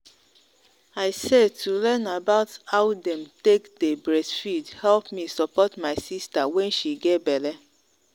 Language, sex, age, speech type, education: Nigerian Pidgin, female, 30-45, spontaneous, tertiary